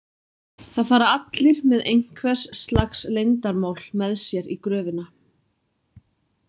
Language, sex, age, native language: Icelandic, female, 30-39, Icelandic